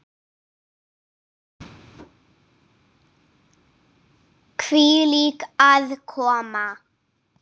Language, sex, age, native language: Icelandic, female, 8, English